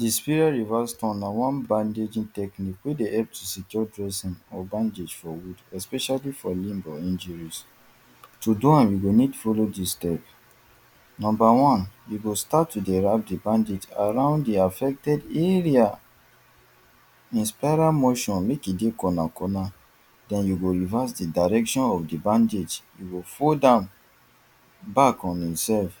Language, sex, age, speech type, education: Nigerian Pidgin, male, 30-45, spontaneous, tertiary